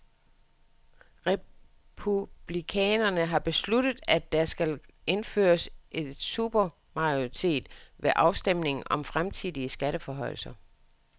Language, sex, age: Danish, female, 61